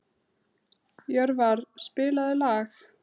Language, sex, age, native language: Icelandic, female, 30-39, Icelandic